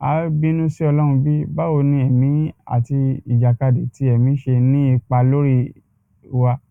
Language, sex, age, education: Yoruba, male, 30-45, secondary